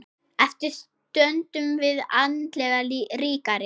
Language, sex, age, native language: Icelandic, female, 6, Icelandic